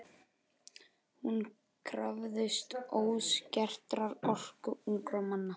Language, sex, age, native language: Icelandic, male, 12, Icelandic